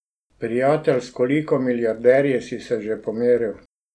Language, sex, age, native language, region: Slovenian, male, 60+, Slovenian, Drava region